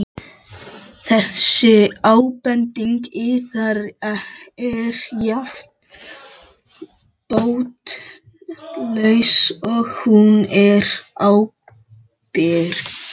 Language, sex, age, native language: Icelandic, male, 12, Icelandic